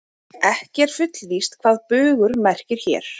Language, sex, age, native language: Icelandic, female, 30-39, Icelandic